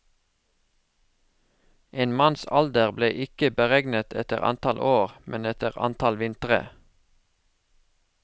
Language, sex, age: Norwegian, male, 36